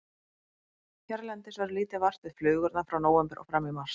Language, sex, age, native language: Icelandic, female, 20-29, Icelandic